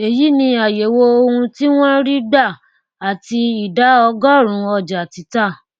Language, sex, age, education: Yoruba, female, 15-29, tertiary